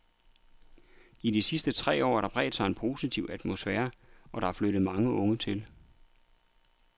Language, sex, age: Danish, male, 39